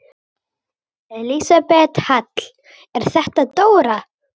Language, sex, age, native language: Icelandic, male, 8, Icelandic